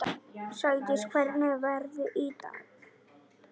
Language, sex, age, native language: Icelandic, male, 18-19, Icelandic